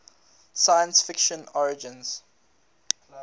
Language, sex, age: English, male, 19